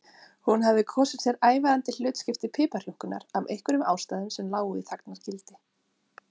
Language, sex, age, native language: Icelandic, female, 30-39, Icelandic